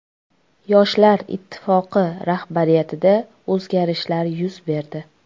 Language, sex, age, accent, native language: Uzbek, female, 25-34, Toshkent shahri, Uzbek